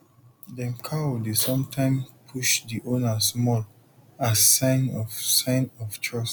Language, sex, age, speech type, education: Nigerian Pidgin, male, 30-45, spontaneous, tertiary